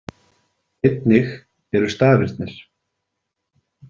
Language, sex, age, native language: Icelandic, male, 40-49, Icelandic